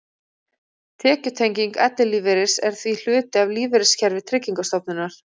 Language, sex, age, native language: Icelandic, female, 30-39, Icelandic